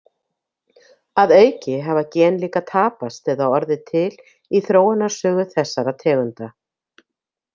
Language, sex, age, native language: Icelandic, female, 50-59, Icelandic